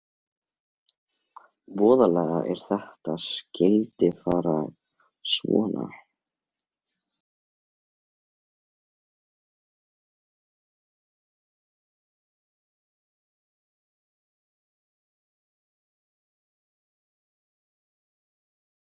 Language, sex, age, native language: Icelandic, male, 16, Icelandic